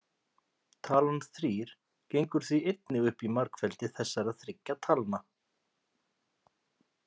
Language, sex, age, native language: Icelandic, male, 50-59, Icelandic